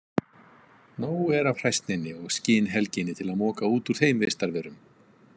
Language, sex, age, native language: Icelandic, male, 50-59, Icelandic